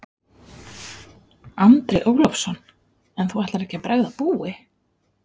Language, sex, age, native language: Icelandic, female, 40-49, Icelandic